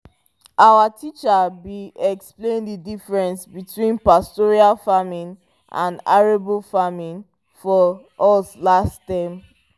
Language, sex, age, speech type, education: Nigerian Pidgin, female, 15-29, spontaneous, tertiary